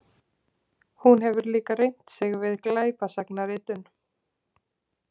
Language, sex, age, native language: Icelandic, female, 20-29, Icelandic